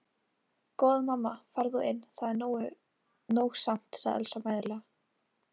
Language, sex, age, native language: Icelandic, female, 18-19, Icelandic